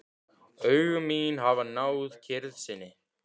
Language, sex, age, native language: Icelandic, male, 15, Icelandic